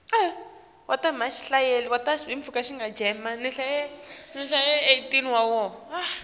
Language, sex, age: Swati, female, 19